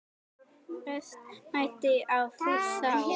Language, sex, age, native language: Icelandic, female, 10, Icelandic